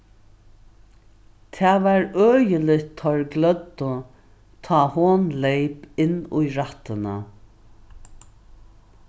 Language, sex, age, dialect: Faroese, female, 61+, Norðuroyggjar